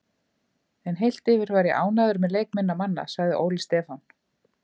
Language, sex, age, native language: Icelandic, female, 50-59, Icelandic